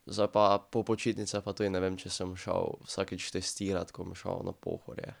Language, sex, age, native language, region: Slovenian, male, 12-17, Slovenian, Drava region